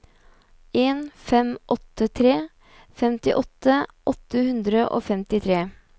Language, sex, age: Norwegian, female, 29